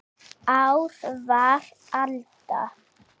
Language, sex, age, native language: Icelandic, female, 7, Icelandic